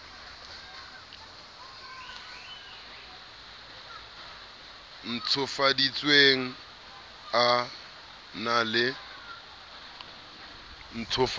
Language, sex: Southern Sotho, male